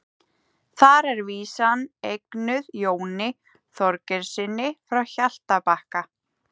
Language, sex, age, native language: Icelandic, female, 30-39, Icelandic